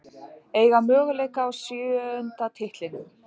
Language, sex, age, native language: Icelandic, female, 50-59, Icelandic